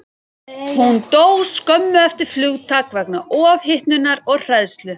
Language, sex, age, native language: Icelandic, female, 40-49, Icelandic